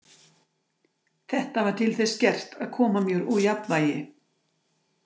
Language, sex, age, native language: Icelandic, female, 60-69, Icelandic